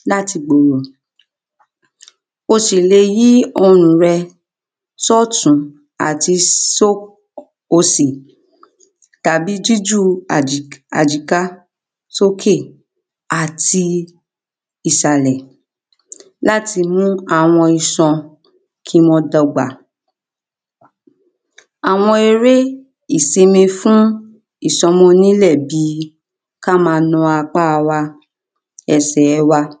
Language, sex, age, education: Yoruba, female, 30-45, primary